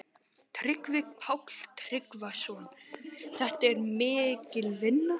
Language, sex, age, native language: Icelandic, male, 12, Icelandic